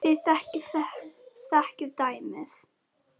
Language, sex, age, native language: Icelandic, female, 10, Icelandic